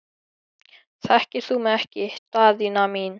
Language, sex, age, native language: Icelandic, male, 13, Icelandic